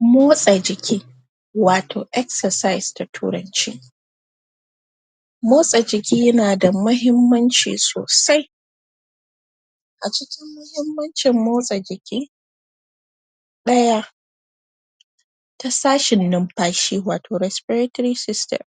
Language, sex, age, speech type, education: Hausa, female, 30-45, spontaneous, tertiary